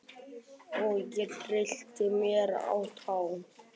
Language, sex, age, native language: Icelandic, male, 11, Icelandic